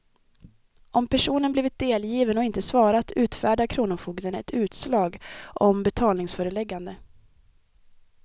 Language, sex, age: Swedish, female, 23